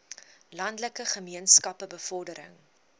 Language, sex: Afrikaans, female